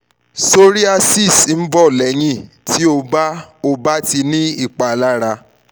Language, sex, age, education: Yoruba, male, 30-45, tertiary